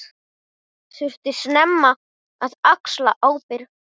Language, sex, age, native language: Icelandic, male, 9, Portuguese